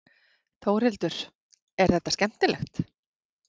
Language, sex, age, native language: Icelandic, female, 40-49, Icelandic